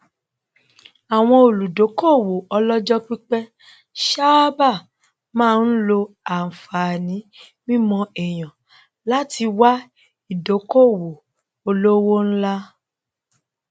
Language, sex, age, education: Yoruba, female, 30-45, tertiary